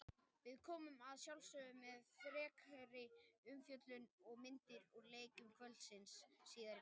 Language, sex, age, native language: Icelandic, male, 18-19, Icelandic